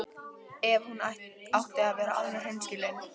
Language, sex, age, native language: Icelandic, female, 12, Icelandic